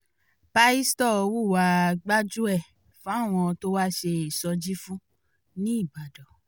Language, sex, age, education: Yoruba, female, 15-29, tertiary